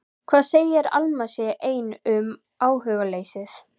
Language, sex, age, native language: Icelandic, female, 14, Icelandic